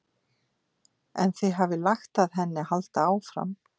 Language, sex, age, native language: Icelandic, female, 50-59, Icelandic